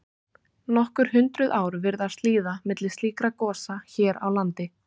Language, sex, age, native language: Icelandic, female, 20-29, Icelandic